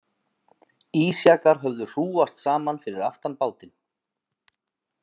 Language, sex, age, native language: Icelandic, male, 40-49, Icelandic